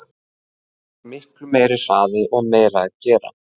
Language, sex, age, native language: Icelandic, male, 20-29, Icelandic